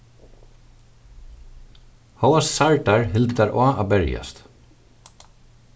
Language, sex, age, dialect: Faroese, male, 36-60, Suðurstreymoy